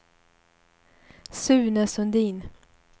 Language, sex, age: Swedish, female, 21